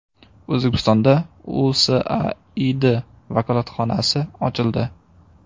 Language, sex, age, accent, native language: Uzbek, male, 18-24, Samarqand, Uzbek